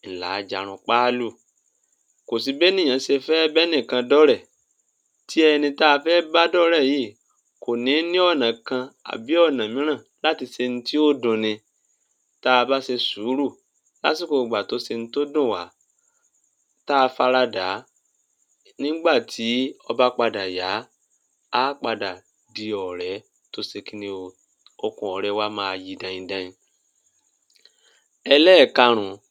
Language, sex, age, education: Yoruba, male, 30-45, tertiary